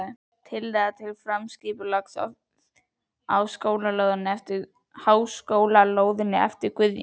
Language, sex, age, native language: Icelandic, female, 11, Icelandic